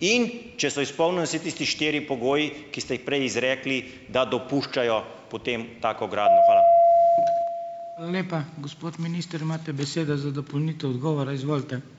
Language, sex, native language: Slovenian, male, Slovenian